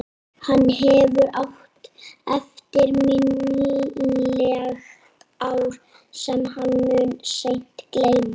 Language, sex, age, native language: Icelandic, female, 30-39, Icelandic